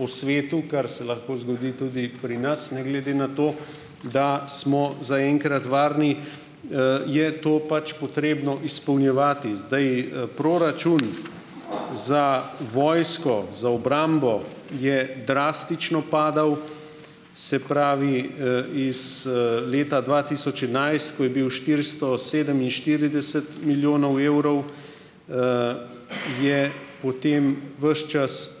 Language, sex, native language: Slovenian, male, Slovenian